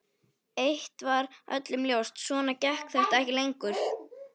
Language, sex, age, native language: Icelandic, female, 11, Icelandic